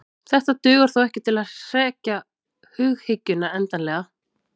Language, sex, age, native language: Icelandic, female, 30-39, Icelandic